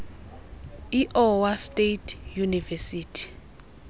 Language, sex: Xhosa, female